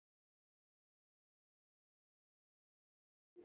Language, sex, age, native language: Icelandic, female, 18-19, Icelandic